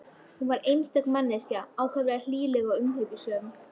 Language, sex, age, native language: Icelandic, female, 13, Icelandic